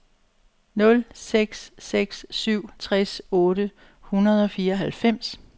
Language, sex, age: Danish, female, 62